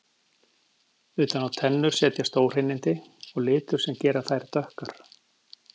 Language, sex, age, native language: Icelandic, male, 50-59, Icelandic